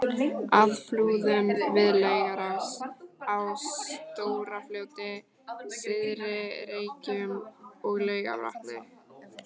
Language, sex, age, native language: Icelandic, female, 14, Icelandic